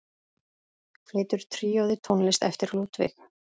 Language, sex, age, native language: Icelandic, female, 8, Icelandic